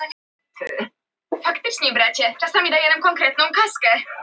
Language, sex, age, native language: Icelandic, female, 18-19, Icelandic